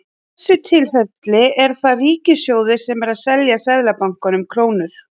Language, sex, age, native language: Icelandic, female, 30-39, Icelandic